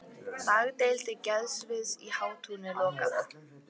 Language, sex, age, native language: Icelandic, female, 18-19, Icelandic